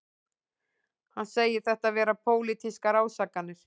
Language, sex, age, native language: Icelandic, female, 18-19, Icelandic